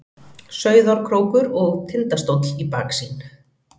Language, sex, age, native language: Icelandic, female, 40-49, Icelandic